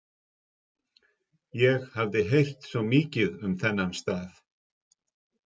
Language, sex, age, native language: Icelandic, male, 50-59, Icelandic